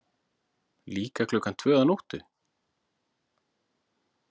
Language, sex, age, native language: Icelandic, male, 40-49, Icelandic